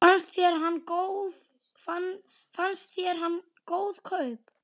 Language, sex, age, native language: Icelandic, female, 9, Icelandic